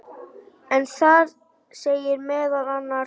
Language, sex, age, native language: Icelandic, female, 9, Icelandic